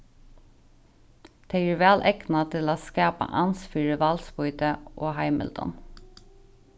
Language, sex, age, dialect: Faroese, female, 15-35, Sandoy